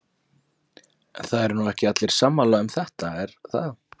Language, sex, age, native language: Icelandic, male, 20-29, Icelandic